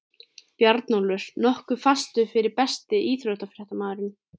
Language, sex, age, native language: Icelandic, female, 13, Icelandic